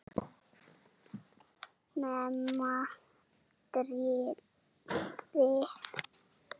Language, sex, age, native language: Icelandic, male, 7, Icelandic